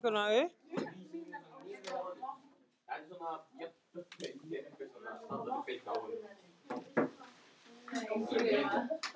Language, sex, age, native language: Icelandic, female, 60-69, Icelandic